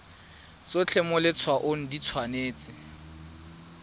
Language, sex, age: Tswana, male, 22